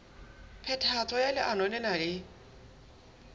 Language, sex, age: Southern Sotho, male, 21